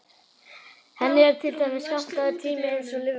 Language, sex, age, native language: Icelandic, male, 18-19, Icelandic